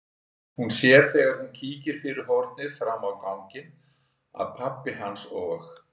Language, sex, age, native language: Icelandic, male, 60-69, Icelandic